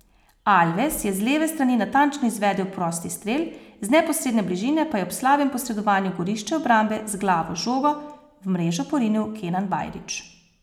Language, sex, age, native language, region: Slovenian, female, 30-49, Slovenian, Posavska region